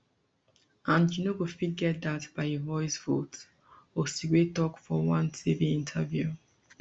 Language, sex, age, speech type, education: Nigerian Pidgin, female, 30-45, spontaneous, tertiary